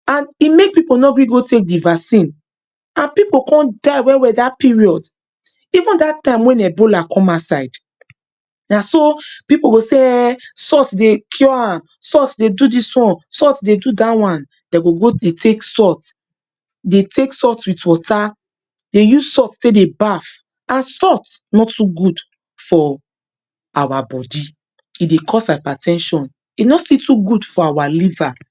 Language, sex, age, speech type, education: Nigerian Pidgin, female, 30-45, spontaneous, tertiary